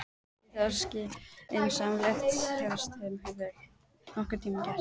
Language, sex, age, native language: Icelandic, female, 12, Icelandic